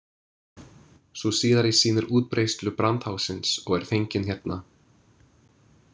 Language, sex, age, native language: Icelandic, male, 20-29, English